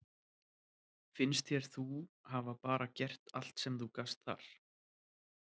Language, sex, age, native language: Icelandic, male, 30-39, Icelandic